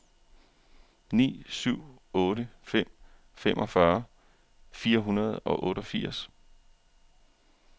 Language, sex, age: Danish, male, 41